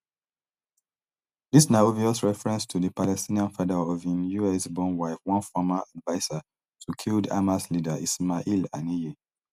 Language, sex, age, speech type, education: Nigerian Pidgin, male, 30-45, spontaneous, tertiary